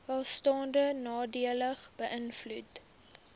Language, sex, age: Afrikaans, female, 23